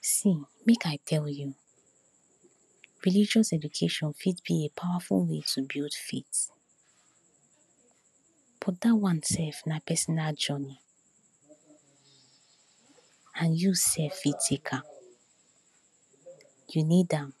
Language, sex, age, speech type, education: Nigerian Pidgin, female, 46-60, spontaneous, tertiary